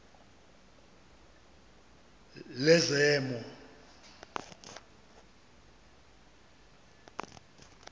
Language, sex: Xhosa, male